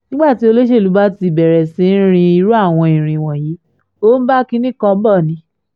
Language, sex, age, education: Yoruba, female, 15-29, tertiary